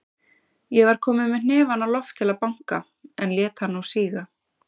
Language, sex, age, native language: Icelandic, female, 20-29, Icelandic